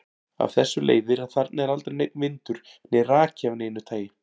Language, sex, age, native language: Icelandic, male, 40-49, Icelandic